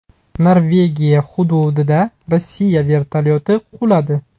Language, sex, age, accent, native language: Uzbek, male, 30-39, Buxoro, Uzbek